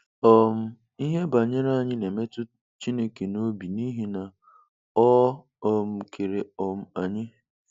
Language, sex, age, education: Igbo, male, 15-29, tertiary